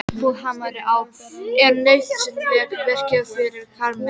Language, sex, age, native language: Icelandic, female, 12, Icelandic